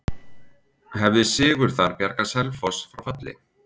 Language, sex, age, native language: Icelandic, male, 40-49, Icelandic